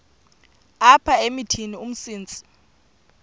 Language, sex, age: Xhosa, female, 28